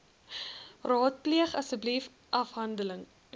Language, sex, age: Afrikaans, female, 21